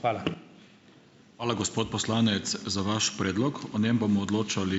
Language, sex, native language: Slovenian, male, Slovenian